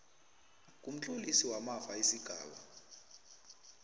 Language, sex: South Ndebele, female